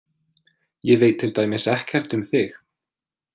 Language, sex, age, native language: Icelandic, male, 20-29, English